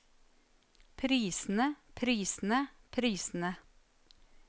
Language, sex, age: Norwegian, female, 39